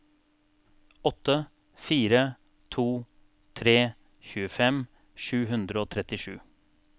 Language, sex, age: Norwegian, male, 42